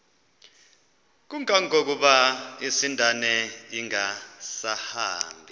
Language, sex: Xhosa, male